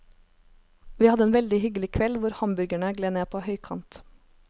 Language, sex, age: Norwegian, female, 23